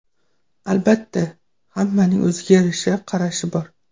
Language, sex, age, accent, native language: Uzbek, female, 18-24, Toshkent viloyati, Uzbek